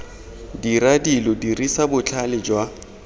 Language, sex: Tswana, male